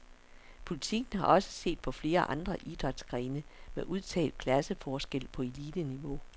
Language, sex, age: Danish, female, 60